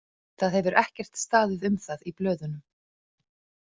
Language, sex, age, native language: Icelandic, female, 40-49, Icelandic